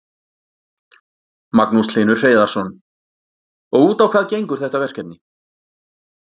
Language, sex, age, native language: Icelandic, male, 40-49, Icelandic